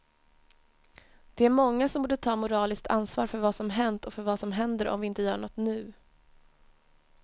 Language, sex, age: Swedish, female, 20